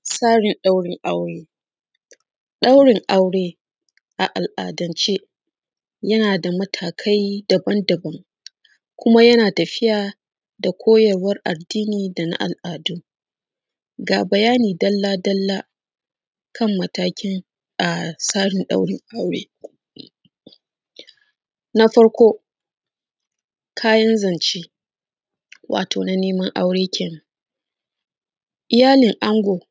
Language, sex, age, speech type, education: Hausa, female, 30-45, spontaneous, secondary